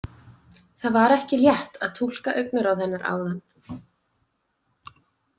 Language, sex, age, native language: Icelandic, female, 20-29, Icelandic